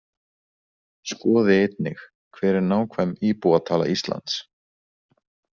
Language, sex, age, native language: Icelandic, male, 20-29, Icelandic